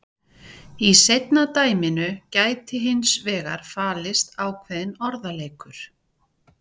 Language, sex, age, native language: Icelandic, female, 40-49, Icelandic